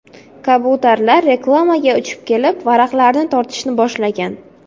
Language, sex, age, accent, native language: Uzbek, female, 18-24, Jizzax, Uzbek